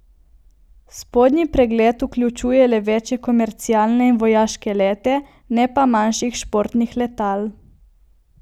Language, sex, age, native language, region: Slovenian, female, 18-29, Slovenian, Coastal Karst region